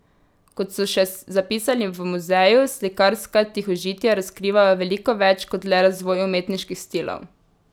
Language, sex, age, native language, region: Slovenian, female, 18-29, Slovenian, Drava region